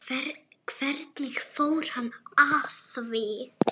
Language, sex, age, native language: Icelandic, female, 9, Icelandic